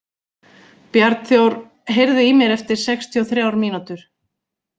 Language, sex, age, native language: Icelandic, female, 40-49, Icelandic